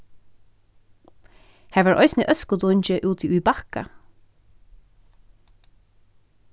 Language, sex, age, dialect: Faroese, female, 36-60, Norðurstreymoy/Eysturoy